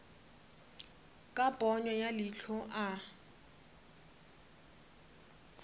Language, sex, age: Northern Sotho, female, 27